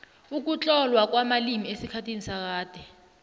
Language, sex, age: South Ndebele, female, 20